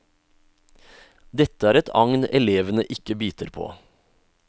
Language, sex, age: Norwegian, male, 31